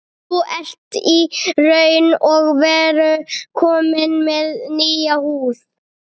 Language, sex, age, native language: Icelandic, female, 30-39, Icelandic